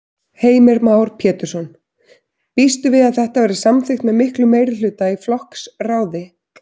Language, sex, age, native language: Icelandic, female, 30-39, Icelandic